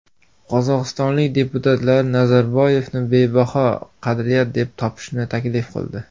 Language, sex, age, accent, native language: Uzbek, male, 18-24, Farg'ona, Uzbek